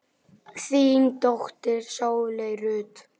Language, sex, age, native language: Icelandic, male, 8, Icelandic